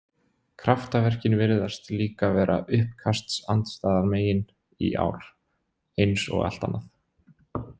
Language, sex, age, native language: Icelandic, male, 20-29, Icelandic